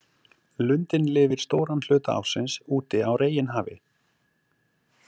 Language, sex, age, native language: Icelandic, male, 40-49, Icelandic